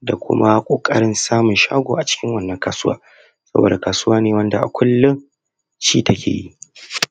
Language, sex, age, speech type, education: Hausa, male, 30-45, spontaneous, tertiary